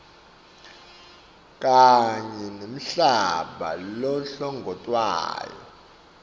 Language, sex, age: Swati, male, 24